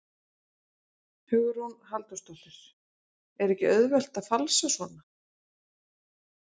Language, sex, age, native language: Icelandic, female, 40-49, Icelandic